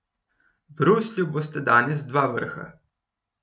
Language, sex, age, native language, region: Slovenian, male, 18-29, Slovenian, Gorenjska region